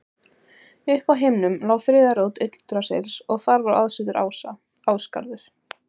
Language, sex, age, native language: Icelandic, female, 18-19, Icelandic